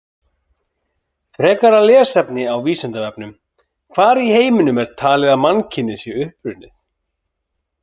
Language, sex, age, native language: Icelandic, male, 30-39, Icelandic